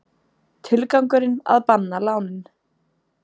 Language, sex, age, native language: Icelandic, female, 20-29, Icelandic